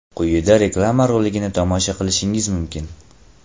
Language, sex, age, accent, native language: Uzbek, male, 18-24, Farg'ona, Uzbek